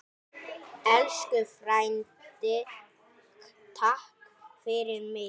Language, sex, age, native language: Icelandic, male, 10, Icelandic